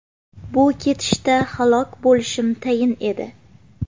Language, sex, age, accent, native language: Uzbek, female, 18-24, Farg'ona, Uzbek